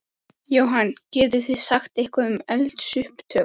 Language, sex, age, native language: Icelandic, female, 14, Icelandic